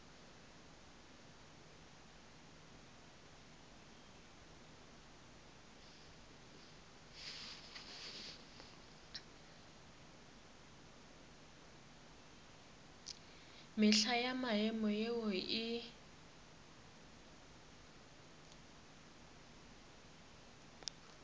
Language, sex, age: Northern Sotho, female, 27